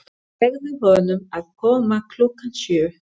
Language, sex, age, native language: Icelandic, female, 40-49, Spanish